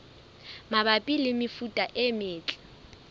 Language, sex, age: Southern Sotho, female, 24